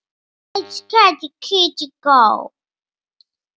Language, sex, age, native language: Icelandic, female, 7, Icelandic